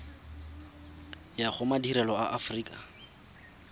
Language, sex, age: Tswana, male, 22